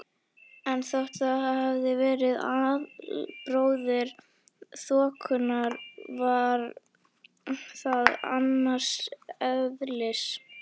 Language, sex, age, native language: Icelandic, female, 11, Icelandic